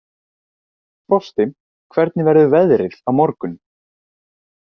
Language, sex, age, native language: Icelandic, male, 18-19, Icelandic